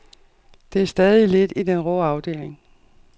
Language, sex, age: Danish, female, 52